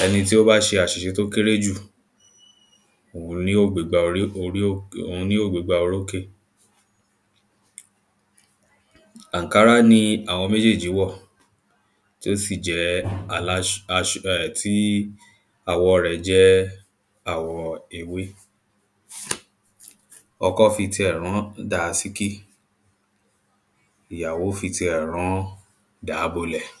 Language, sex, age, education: Yoruba, male, 15-29, primary